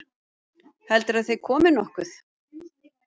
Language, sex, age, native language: Icelandic, female, 40-49, Icelandic